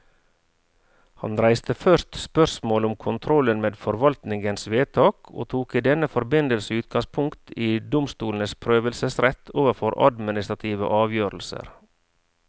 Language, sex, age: Norwegian, male, 49